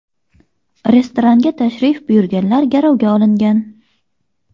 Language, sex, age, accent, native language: Uzbek, female, 25-34, Xorazm, Uzbek